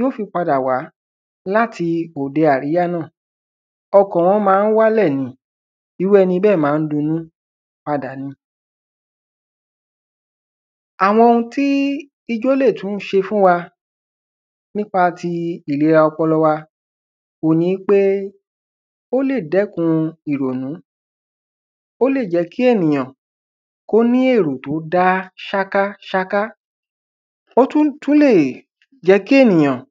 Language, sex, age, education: Yoruba, male, 15-29, tertiary